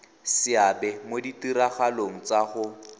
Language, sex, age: Tswana, male, 18